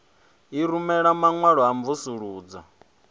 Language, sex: Venda, male